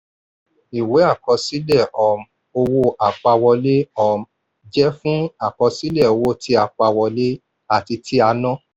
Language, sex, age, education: Yoruba, male, 46-60, tertiary